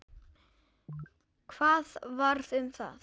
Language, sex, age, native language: Icelandic, female, 10, Icelandic